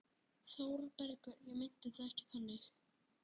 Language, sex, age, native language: Icelandic, male, 11, Icelandic